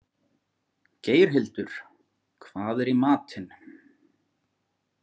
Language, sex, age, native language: Icelandic, male, 40-49, Icelandic